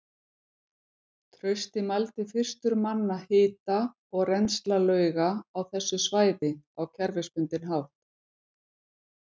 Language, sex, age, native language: Icelandic, female, 50-59, Icelandic